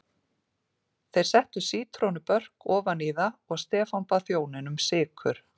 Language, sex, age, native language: Icelandic, female, 40-49, Icelandic